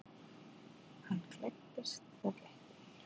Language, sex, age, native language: Icelandic, female, 40-49, Icelandic